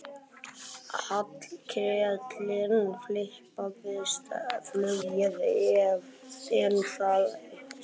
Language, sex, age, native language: Icelandic, male, 11, Icelandic